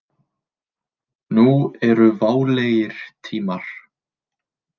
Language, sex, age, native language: Icelandic, male, 20-29, Icelandic